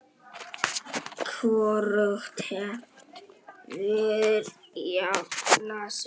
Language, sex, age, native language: Icelandic, male, 9, Icelandic